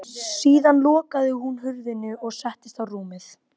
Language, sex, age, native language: Icelandic, female, 12, Icelandic